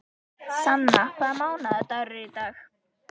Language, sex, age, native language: Icelandic, female, 11, Icelandic